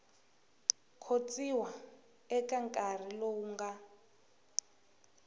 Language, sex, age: Tsonga, female, 21